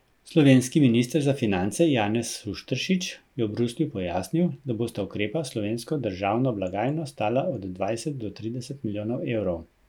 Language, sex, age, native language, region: Slovenian, male, 50-59, Slovenian, Central Slovenia